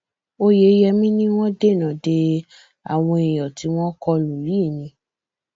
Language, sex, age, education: Yoruba, female, 15-29, tertiary